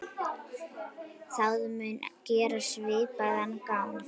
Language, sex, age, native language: Icelandic, female, 9, Icelandic